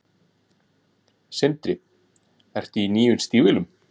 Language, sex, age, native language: Icelandic, male, 30-39, Icelandic